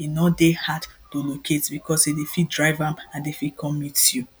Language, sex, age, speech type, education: Nigerian Pidgin, female, 15-29, spontaneous, primary